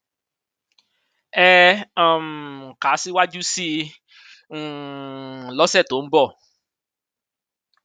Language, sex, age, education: Yoruba, male, 30-45, tertiary